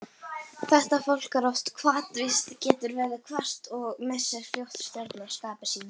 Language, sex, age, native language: Icelandic, female, 18-19, Icelandic